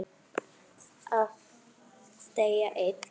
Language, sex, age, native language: Icelandic, female, 10, Icelandic